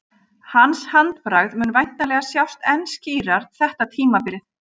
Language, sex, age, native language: Icelandic, female, 40-49, Icelandic